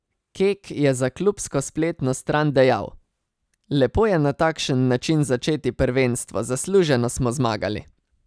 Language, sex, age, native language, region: Slovenian, male, 30-49, Slovenian, Savinja region